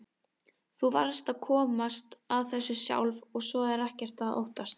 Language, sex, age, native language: Icelandic, female, 18-19, Icelandic